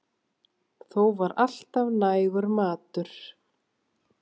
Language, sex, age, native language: Icelandic, male, 7, Icelandic